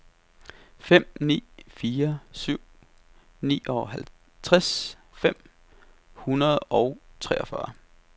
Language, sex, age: Danish, male, 33